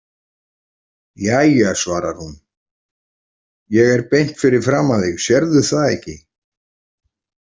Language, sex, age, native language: Icelandic, male, 40-49, Icelandic